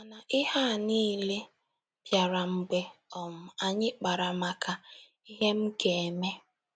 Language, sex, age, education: Igbo, female, 15-29, tertiary